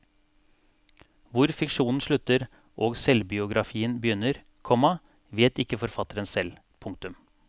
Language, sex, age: Norwegian, male, 42